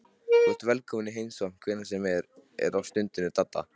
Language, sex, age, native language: Icelandic, male, 13, Icelandic